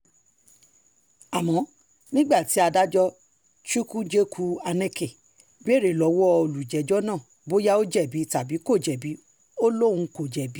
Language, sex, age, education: Yoruba, female, 30-45, tertiary